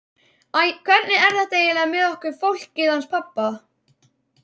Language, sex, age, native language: Icelandic, male, 11, Icelandic